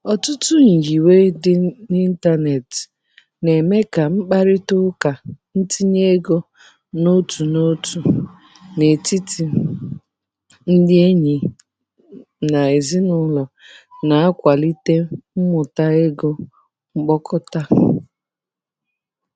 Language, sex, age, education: Igbo, female, 30-45, tertiary